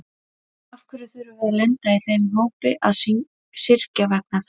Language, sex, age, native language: Icelandic, female, 30-39, Icelandic